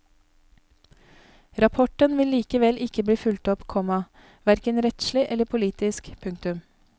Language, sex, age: Norwegian, female, 31